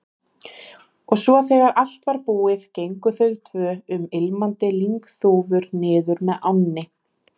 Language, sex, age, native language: Icelandic, female, 30-39, Icelandic